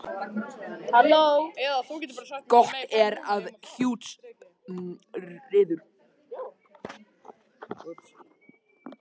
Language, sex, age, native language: Icelandic, male, 18-19, Icelandic